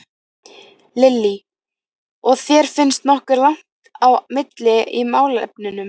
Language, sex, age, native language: Icelandic, female, 15, Icelandic